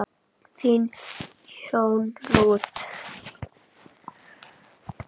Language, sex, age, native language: Icelandic, female, 8, Icelandic